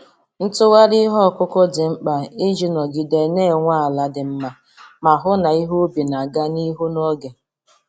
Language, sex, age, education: Igbo, female, 15-29, tertiary